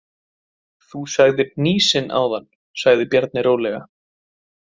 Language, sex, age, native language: Icelandic, male, 20-29, Icelandic